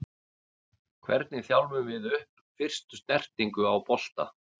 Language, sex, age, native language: Icelandic, male, 50-59, Icelandic